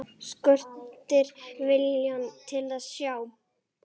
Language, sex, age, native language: Icelandic, female, 8, Icelandic